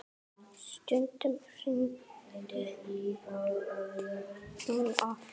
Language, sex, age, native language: Icelandic, female, 7, Icelandic